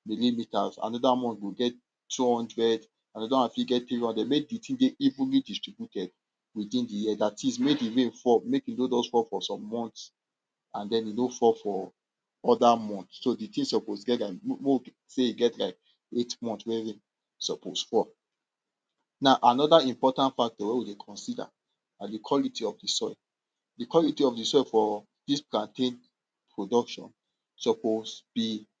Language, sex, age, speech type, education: Nigerian Pidgin, male, 46-60, spontaneous, tertiary